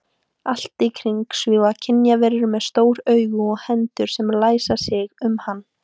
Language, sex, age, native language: Icelandic, female, 18-19, Icelandic